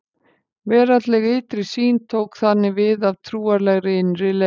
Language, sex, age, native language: Icelandic, female, 50-59, Icelandic